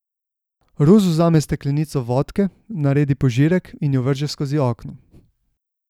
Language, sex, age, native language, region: Slovenian, male, 18-29, Slovenian, Savinja region